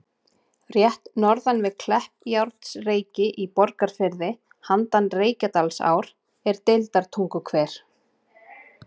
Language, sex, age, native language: Icelandic, female, 30-39, Icelandic